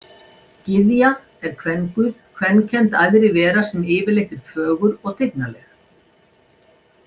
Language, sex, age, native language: Icelandic, female, 60-69, Icelandic